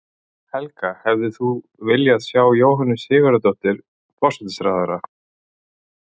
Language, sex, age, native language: Icelandic, male, 40-49, Icelandic